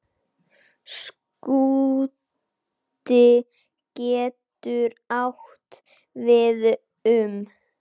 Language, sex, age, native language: Icelandic, male, 9, Icelandic